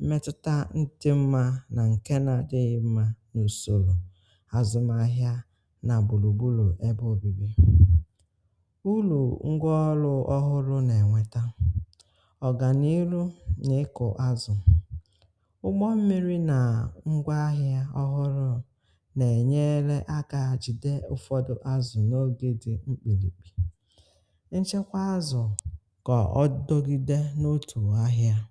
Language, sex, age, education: Igbo, female, 30-45, tertiary